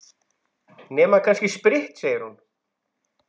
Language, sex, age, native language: Icelandic, male, 10, Icelandic